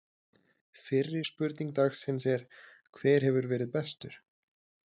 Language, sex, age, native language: Icelandic, male, 30-39, Icelandic